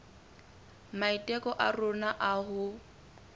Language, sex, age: Southern Sotho, female, 21